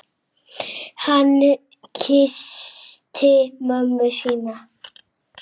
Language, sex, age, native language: Icelandic, male, 6, Icelandic